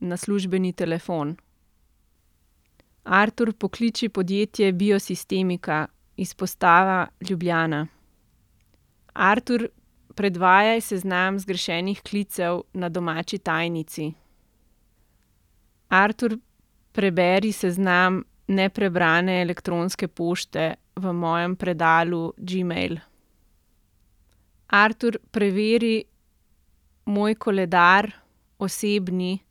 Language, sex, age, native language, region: Slovenian, female, 30-49, Slovenian, Central Slovenia